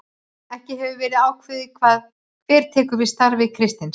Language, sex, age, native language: Icelandic, female, 40-49, Icelandic